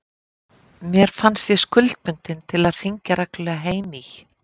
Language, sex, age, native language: Icelandic, female, 50-59, Icelandic